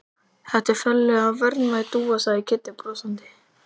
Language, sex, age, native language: Icelandic, male, 11, Icelandic